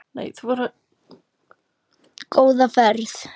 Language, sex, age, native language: Icelandic, male, 10, Icelandic